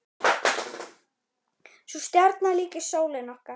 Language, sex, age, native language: Icelandic, male, 9, Icelandic